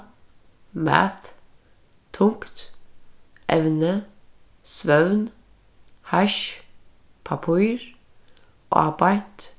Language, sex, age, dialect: Faroese, female, 36-60, Norðurstreymoy/Eysturoy